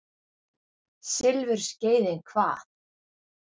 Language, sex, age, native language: Icelandic, female, 50-59, Icelandic